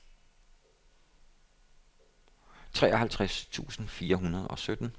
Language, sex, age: Danish, male, 57